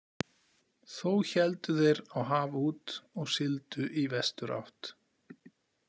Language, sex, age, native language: Icelandic, male, 40-49, Icelandic